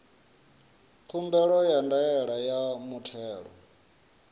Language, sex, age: Venda, male, 34